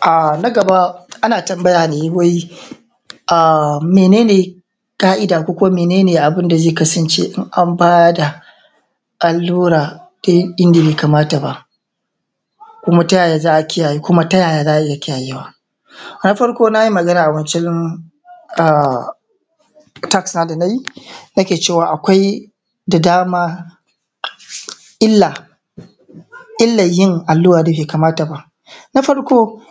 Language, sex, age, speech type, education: Hausa, male, 30-45, spontaneous, tertiary